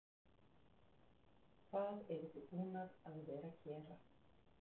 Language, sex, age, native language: Icelandic, female, 40-49, Icelandic